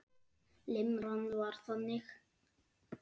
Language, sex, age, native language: Icelandic, male, 8, Icelandic